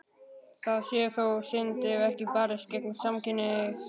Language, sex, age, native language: Icelandic, male, 12, Icelandic